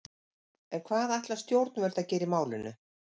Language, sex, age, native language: Icelandic, female, 50-59, Icelandic